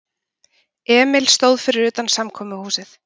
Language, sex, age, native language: Icelandic, female, 30-39, Icelandic